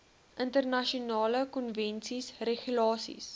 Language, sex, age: Afrikaans, female, 21